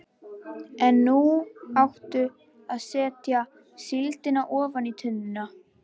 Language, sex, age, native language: Icelandic, female, 11, Icelandic